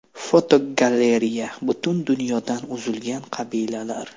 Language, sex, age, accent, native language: Uzbek, male, 25-34, Namangan, Uzbek